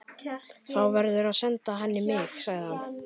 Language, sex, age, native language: Icelandic, male, 11, Icelandic